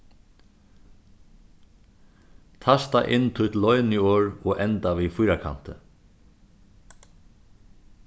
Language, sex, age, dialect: Faroese, male, 36-60, Suðurstreymoy